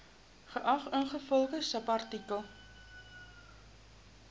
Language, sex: Afrikaans, female